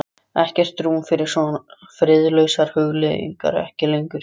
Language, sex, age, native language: Icelandic, other, 13, Icelandic